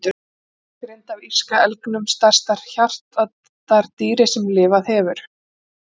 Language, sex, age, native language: Icelandic, female, 40-49, Icelandic